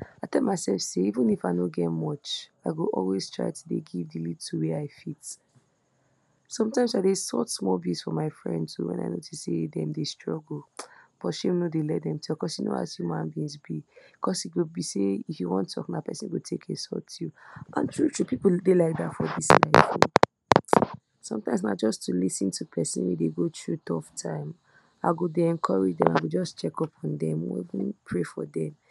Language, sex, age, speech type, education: Nigerian Pidgin, female, 46-60, spontaneous, tertiary